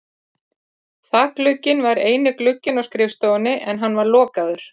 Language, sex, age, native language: Icelandic, female, 50-59, Icelandic